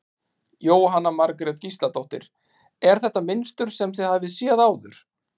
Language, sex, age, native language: Icelandic, male, 30-39, Icelandic